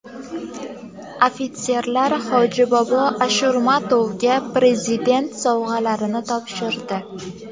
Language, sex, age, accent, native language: Uzbek, female, 18-24, Namangan, Uzbek